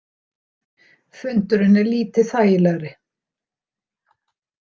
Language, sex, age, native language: Icelandic, female, 60-69, Icelandic